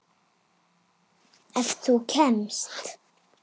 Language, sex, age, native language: Icelandic, female, 7, Icelandic